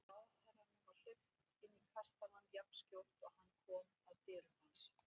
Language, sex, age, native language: Icelandic, female, 60-69, Icelandic